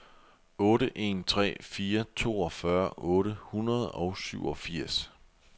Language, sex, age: Danish, male, 24